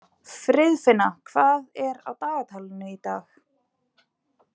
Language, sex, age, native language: Icelandic, female, 20-29, Icelandic